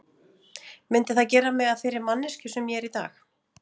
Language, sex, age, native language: Icelandic, female, 40-49, Icelandic